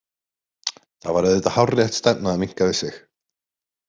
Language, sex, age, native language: Icelandic, male, 30-39, Icelandic